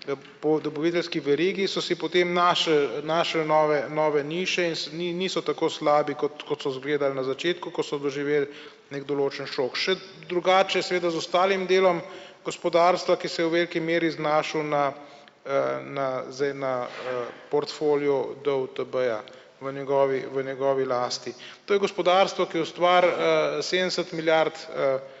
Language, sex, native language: Slovenian, male, Slovenian